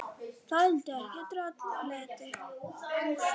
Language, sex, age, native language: Icelandic, female, 9, Icelandic